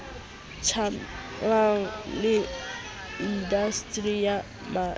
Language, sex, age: Southern Sotho, female, 20